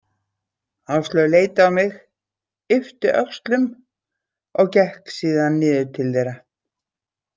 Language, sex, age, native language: Icelandic, female, 60-69, Icelandic